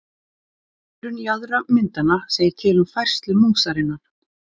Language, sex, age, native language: Icelandic, female, 40-49, Icelandic